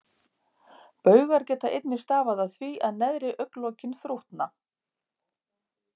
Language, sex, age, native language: Icelandic, female, 50-59, Icelandic